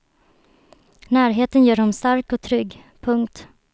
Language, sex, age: Swedish, female, 23